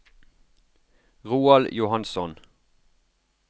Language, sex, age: Norwegian, male, 33